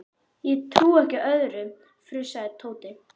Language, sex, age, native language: Icelandic, male, 11, Icelandic